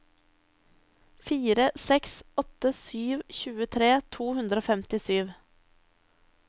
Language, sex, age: Norwegian, female, 23